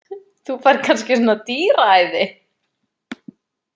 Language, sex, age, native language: Icelandic, female, 20-29, Icelandic